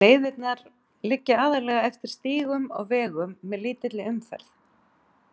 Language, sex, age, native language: Icelandic, female, 40-49, Icelandic